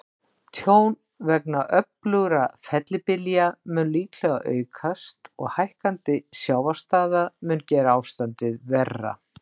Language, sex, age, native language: Icelandic, female, 60-69, Icelandic